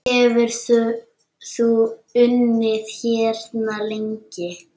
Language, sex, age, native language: Icelandic, female, 8, Icelandic